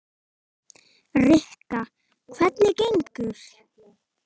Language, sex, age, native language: Icelandic, female, 9, Icelandic